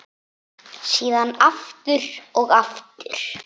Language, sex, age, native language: Icelandic, male, 8, Icelandic